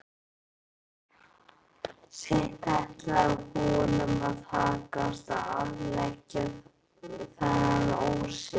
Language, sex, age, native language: Icelandic, male, 11, Icelandic